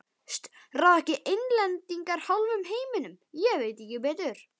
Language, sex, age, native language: Icelandic, male, 11, Icelandic